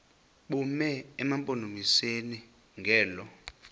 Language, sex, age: Xhosa, male, 26